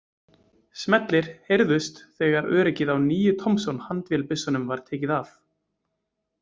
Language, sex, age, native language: Icelandic, male, 20-29, Icelandic